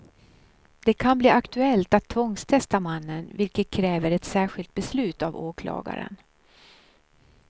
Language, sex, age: Swedish, female, 63